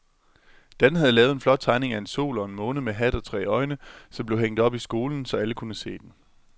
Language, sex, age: Danish, male, 27